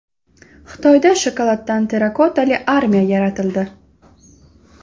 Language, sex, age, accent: Uzbek, female, 18-24, Toshkent shahri